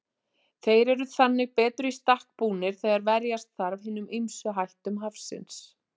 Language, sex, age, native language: Icelandic, female, 40-49, Icelandic